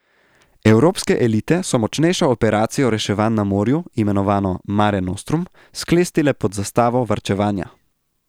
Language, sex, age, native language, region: Slovenian, male, 18-29, Slovenian, Central Slovenia